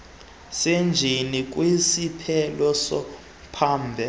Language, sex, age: Xhosa, male, 22